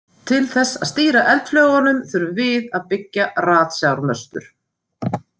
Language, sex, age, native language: Icelandic, female, 50-59, Icelandic